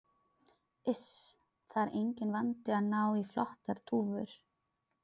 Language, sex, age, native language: Icelandic, female, 30-39, Filipino